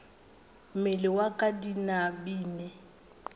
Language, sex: Northern Sotho, female